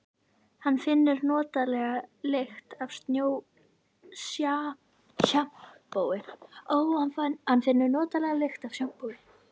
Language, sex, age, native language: Icelandic, female, 11, Icelandic